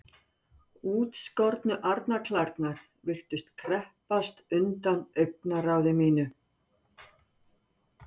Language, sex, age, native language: Icelandic, female, 60-69, Icelandic